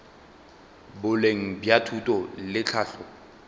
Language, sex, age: Northern Sotho, male, 22